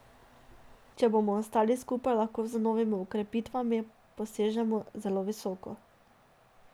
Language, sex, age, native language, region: Slovenian, female, 18-29, Slovenian, Drava region